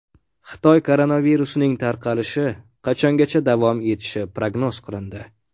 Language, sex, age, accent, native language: Uzbek, male, 18-24, Farg'ona, Uzbek